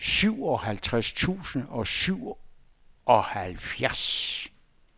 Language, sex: Danish, male